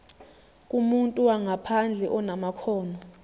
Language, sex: Zulu, female